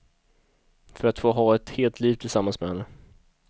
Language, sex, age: Swedish, male, 22